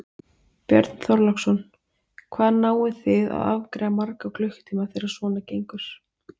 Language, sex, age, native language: Icelandic, female, 20-29, Icelandic